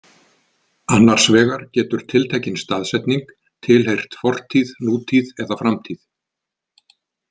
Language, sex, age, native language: Icelandic, male, 50-59, Icelandic